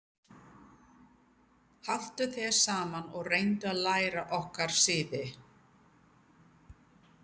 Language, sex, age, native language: Icelandic, female, 50-59, English